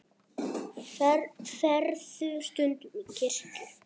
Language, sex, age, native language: Icelandic, female, 7, Icelandic